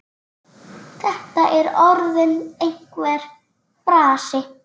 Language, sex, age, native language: Icelandic, female, 9, Icelandic